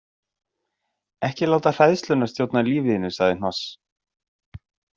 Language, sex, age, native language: Icelandic, male, 40-49, Icelandic